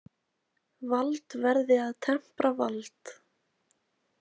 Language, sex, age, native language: Icelandic, female, 20-29, Icelandic